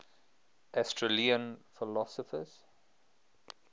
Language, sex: English, male